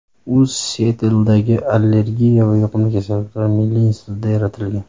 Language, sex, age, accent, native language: Uzbek, male, 30-39, Farg'ona, Uzbek